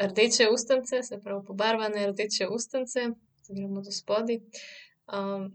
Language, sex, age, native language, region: Slovenian, female, 30-49, Slovenian, Central Slovenia